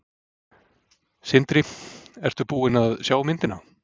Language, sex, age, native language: Icelandic, male, 40-49, Icelandic